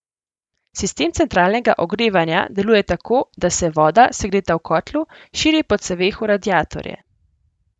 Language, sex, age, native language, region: Slovenian, female, 18-29, Slovenian, Central Slovenia